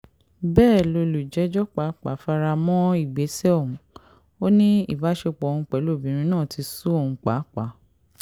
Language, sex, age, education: Yoruba, female, 30-45, tertiary